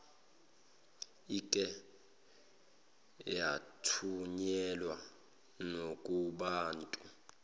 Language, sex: Zulu, male